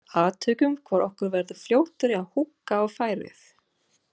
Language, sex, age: Icelandic, female, 40-49